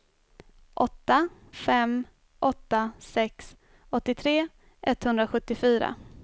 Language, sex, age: Swedish, female, 24